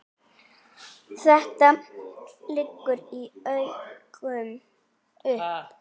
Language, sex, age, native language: Icelandic, female, 8, Icelandic